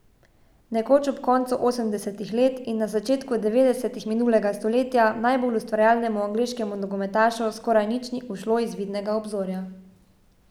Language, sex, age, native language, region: Slovenian, female, 18-29, Slovenian, Savinja region